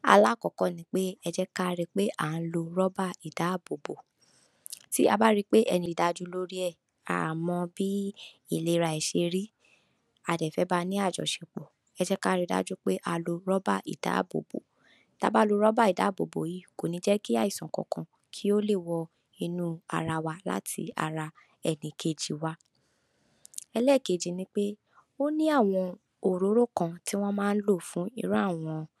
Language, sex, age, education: Yoruba, female, 46-60, tertiary